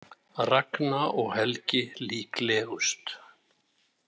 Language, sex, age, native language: Icelandic, male, 60-69, Icelandic